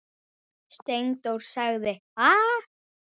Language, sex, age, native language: Icelandic, female, 10, Icelandic